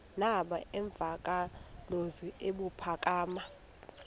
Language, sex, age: Xhosa, female, 21